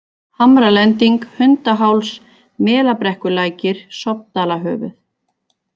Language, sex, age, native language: Icelandic, female, 40-49, Icelandic